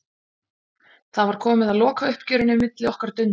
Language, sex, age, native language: Icelandic, female, 20-29, Icelandic